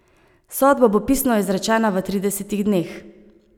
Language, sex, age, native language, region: Slovenian, female, 30-49, Slovenian, Savinja region